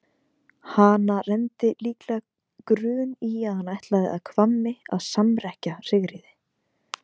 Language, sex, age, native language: Icelandic, female, 20-29, Icelandic